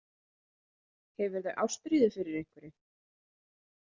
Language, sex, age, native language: Icelandic, female, 30-39, Icelandic